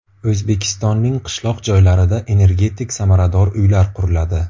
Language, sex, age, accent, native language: Uzbek, male, 25-34, Buxoro, Uzbek